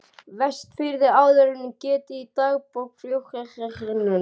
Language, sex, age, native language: Icelandic, male, 12, Icelandic